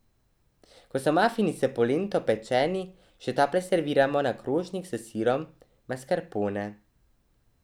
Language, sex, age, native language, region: Slovenian, male, 12-17, Slovenian, Drava region